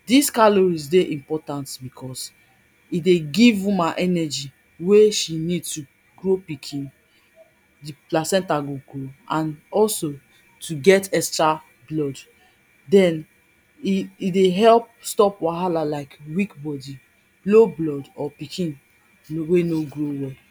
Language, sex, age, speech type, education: Nigerian Pidgin, female, 30-45, spontaneous, tertiary